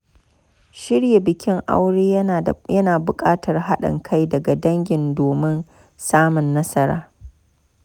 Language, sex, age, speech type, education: Hausa, female, 30-45, spontaneous, tertiary